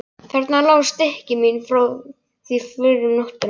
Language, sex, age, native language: Icelandic, other, 12, Icelandic